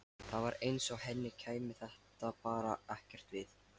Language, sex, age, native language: Icelandic, male, 13, Lithuanian